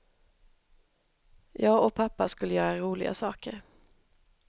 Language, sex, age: Swedish, female, 31